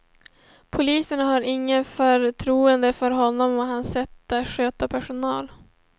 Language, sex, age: Swedish, female, 17